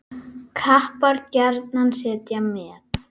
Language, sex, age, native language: Icelandic, female, 8, Icelandic